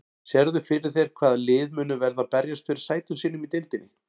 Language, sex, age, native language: Icelandic, male, 40-49, Icelandic